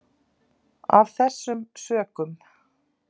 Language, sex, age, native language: Icelandic, female, 40-49, Icelandic